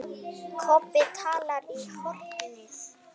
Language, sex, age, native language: Icelandic, male, 7, Icelandic